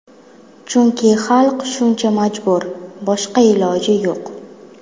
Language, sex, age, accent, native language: Uzbek, female, 19-29, Buxoro, Uzbek